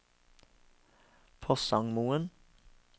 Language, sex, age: Norwegian, male, 36